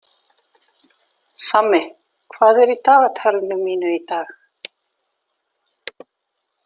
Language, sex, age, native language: Icelandic, female, 40-49, Icelandic